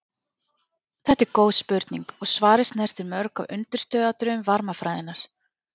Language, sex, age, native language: Icelandic, female, 30-39, Icelandic